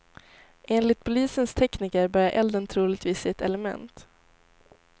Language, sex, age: Swedish, female, 18